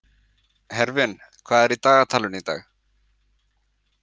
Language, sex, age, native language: Icelandic, male, 20-29, Icelandic